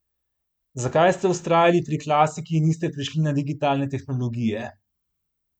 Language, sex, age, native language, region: Slovenian, male, 30-49, Slovenian, Central Slovenia